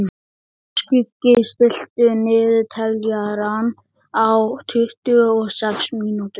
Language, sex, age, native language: Icelandic, male, 11, Icelandic